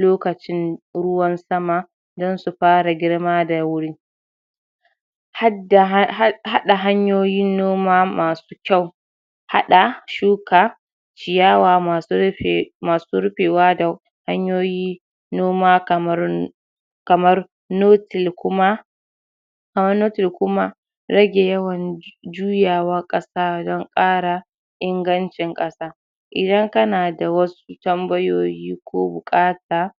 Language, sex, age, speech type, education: Hausa, female, 46-60, spontaneous, tertiary